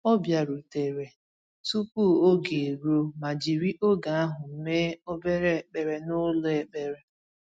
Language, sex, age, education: Igbo, female, 15-29, tertiary